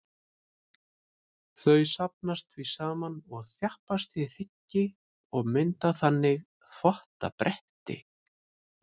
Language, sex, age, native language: Icelandic, male, 30-39, Icelandic